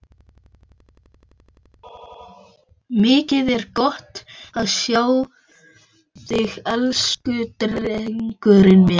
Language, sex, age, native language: Icelandic, male, 12, Icelandic